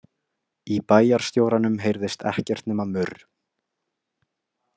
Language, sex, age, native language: Icelandic, male, 20-29, Icelandic